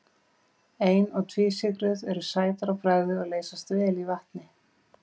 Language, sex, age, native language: Icelandic, female, 50-59, Icelandic